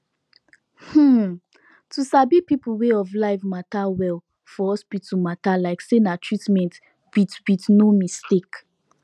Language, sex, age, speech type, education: Nigerian Pidgin, female, 15-29, spontaneous, tertiary